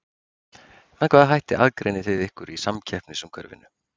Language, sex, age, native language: Icelandic, male, 50-59, Icelandic